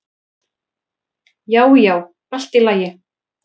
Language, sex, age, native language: Icelandic, female, 40-49, Icelandic